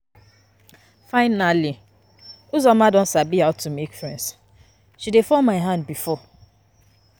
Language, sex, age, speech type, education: Nigerian Pidgin, female, 15-29, spontaneous, tertiary